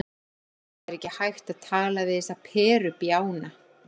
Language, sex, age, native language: Icelandic, female, 50-59, Icelandic